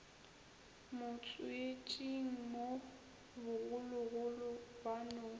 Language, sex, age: Northern Sotho, female, 21